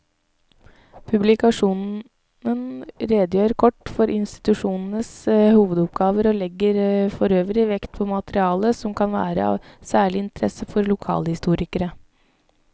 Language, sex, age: Norwegian, female, 32